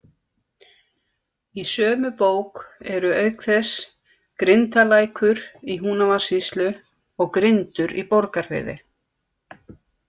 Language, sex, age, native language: Icelandic, female, 50-59, Icelandic